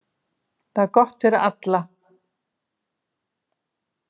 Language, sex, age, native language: Icelandic, female, 70-79, Icelandic